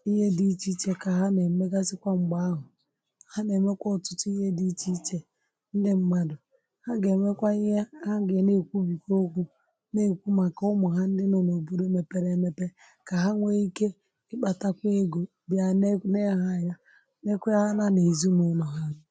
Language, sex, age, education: Igbo, male, 30-45, tertiary